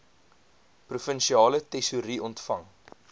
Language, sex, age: Afrikaans, male, 22